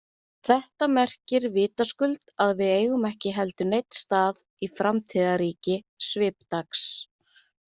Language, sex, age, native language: Icelandic, female, 30-39, Icelandic